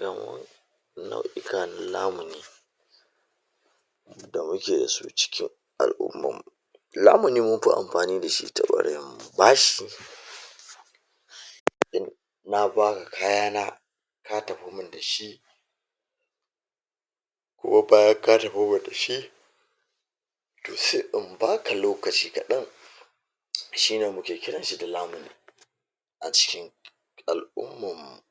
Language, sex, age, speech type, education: Hausa, male, 46-60, spontaneous, tertiary